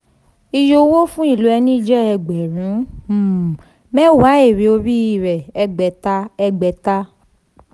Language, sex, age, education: Yoruba, female, 15-29, tertiary